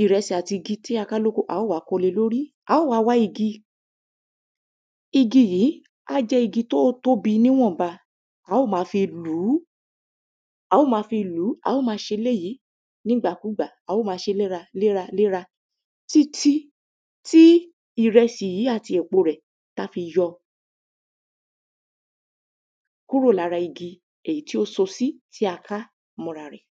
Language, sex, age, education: Yoruba, female, 30-45, primary